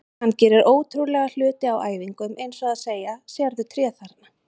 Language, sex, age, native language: Icelandic, female, 30-39, Icelandic